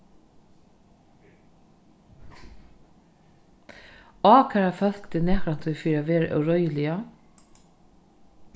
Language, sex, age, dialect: Faroese, female, 36-60, Norðurstreymoy/Eysturoy